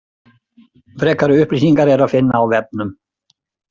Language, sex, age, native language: Icelandic, male, 60-69, Icelandic